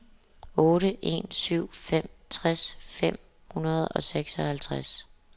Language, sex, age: Danish, female, 27